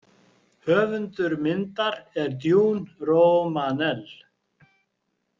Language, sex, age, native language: Icelandic, male, 50-59, Icelandic